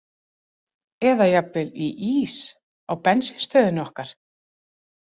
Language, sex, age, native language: Icelandic, female, 40-49, Icelandic